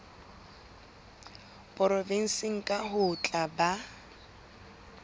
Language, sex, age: Southern Sotho, female, 22